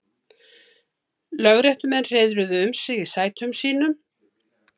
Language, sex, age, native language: Icelandic, female, 70-79, Icelandic